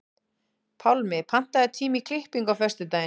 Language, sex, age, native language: Icelandic, female, 11, Icelandic